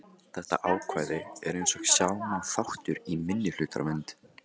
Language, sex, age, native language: Icelandic, male, 15, Icelandic